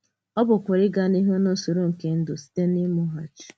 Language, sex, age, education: Igbo, female, 15-29, tertiary